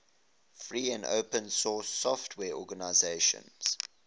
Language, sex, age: English, male, 20